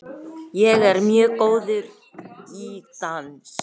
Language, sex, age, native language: Icelandic, female, 18-19, Icelandic